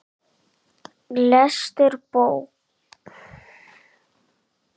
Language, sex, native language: Icelandic, male, Icelandic